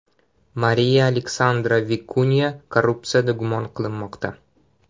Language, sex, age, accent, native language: Uzbek, male, 18-24, Toshkent shahri, Uzbek